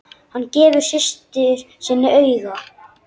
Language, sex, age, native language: Icelandic, male, 10, Icelandic